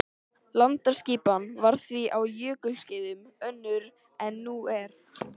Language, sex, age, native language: Icelandic, male, 13, Icelandic